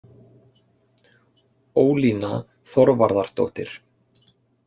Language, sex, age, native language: Icelandic, male, 30-39, Icelandic